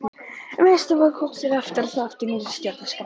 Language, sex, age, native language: Icelandic, female, 11, Icelandic